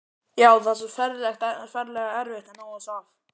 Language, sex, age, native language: Icelandic, male, 12, Icelandic